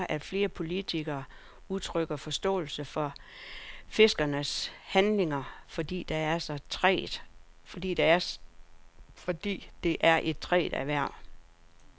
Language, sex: Danish, female